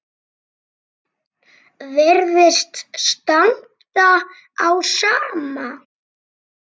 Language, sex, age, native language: Icelandic, male, 7, Icelandic